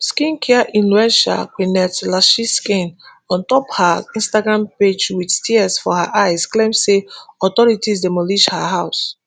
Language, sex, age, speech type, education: Nigerian Pidgin, female, 15-29, spontaneous, tertiary